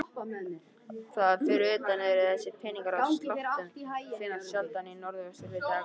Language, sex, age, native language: Icelandic, male, 18-19, Icelandic